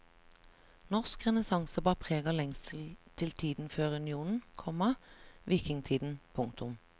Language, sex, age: Norwegian, female, 37